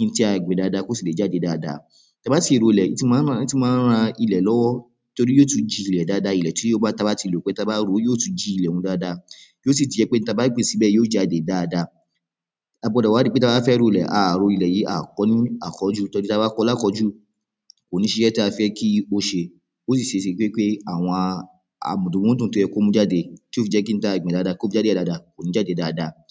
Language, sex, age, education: Yoruba, male, 15-29, primary